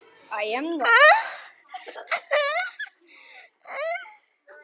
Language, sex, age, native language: Icelandic, male, 9, Icelandic